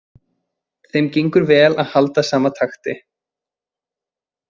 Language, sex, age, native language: Icelandic, male, 20-29, Icelandic